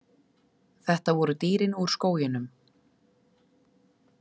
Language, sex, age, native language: Icelandic, female, 30-39, Icelandic